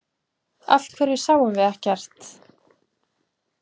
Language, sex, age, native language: Icelandic, female, 20-29, Icelandic